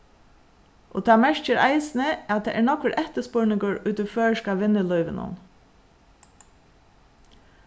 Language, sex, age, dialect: Faroese, female, 36-60, Suðuroy